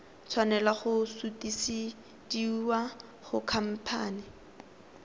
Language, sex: Tswana, female